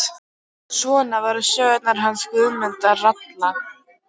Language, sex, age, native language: Icelandic, female, 12, Icelandic